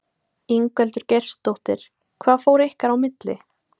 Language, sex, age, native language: Icelandic, female, 18-19, Icelandic